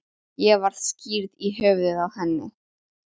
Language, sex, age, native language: Icelandic, female, 12, Icelandic